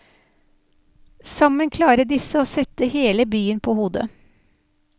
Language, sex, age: Norwegian, female, 46